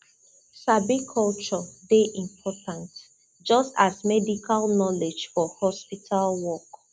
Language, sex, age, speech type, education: Nigerian Pidgin, female, 30-45, spontaneous, tertiary